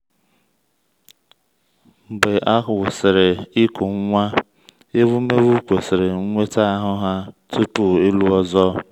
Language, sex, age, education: Igbo, male, 30-45, tertiary